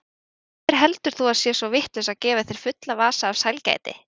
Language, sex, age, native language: Icelandic, female, 20-29, Icelandic